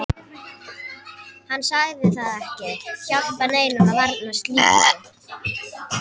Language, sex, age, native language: Icelandic, female, 11, Icelandic